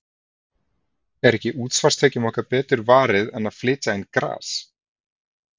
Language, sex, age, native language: Icelandic, male, 30-39, Icelandic